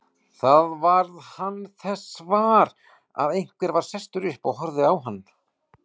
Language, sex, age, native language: Icelandic, male, 40-49, Icelandic